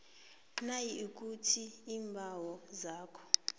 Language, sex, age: South Ndebele, female, 23